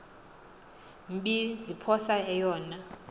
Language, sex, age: Xhosa, female, 20